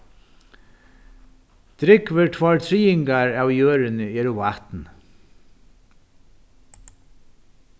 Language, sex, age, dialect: Faroese, male, 61+, Norðuroyggjar